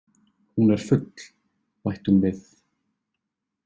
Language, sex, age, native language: Icelandic, male, 20-29, Icelandic